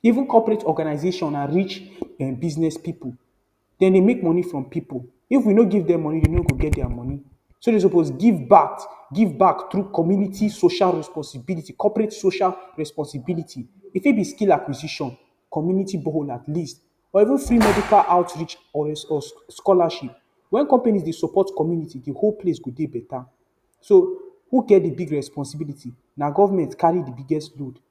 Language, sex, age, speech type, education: Nigerian Pidgin, male, 15-29, spontaneous, tertiary